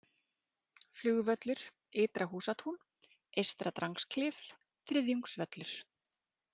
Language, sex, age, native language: Icelandic, female, 30-39, Icelandic